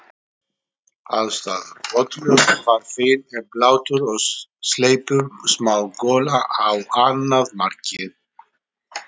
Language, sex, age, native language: Icelandic, male, 40-49, Icelandic